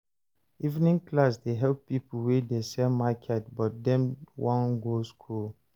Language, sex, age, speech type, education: Nigerian Pidgin, male, 30-45, read, tertiary